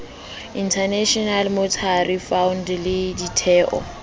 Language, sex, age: Southern Sotho, female, 19